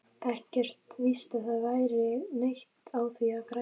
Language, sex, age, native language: Icelandic, female, 13, Icelandic